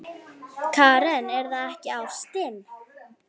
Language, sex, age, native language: Icelandic, female, 9, Icelandic